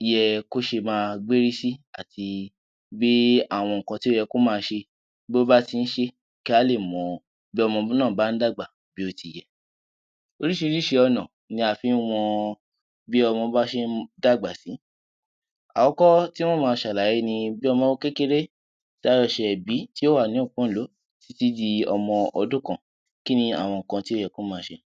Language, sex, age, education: Yoruba, male, 15-29, tertiary